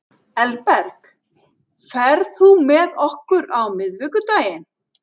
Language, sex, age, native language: Icelandic, female, 60-69, Icelandic